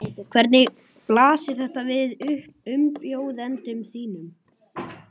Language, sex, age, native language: Icelandic, male, 12, Icelandic